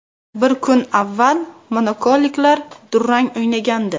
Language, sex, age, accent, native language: Uzbek, female, 18-24, Namangan, Uzbek